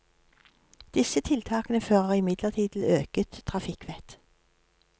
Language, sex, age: Norwegian, female, 53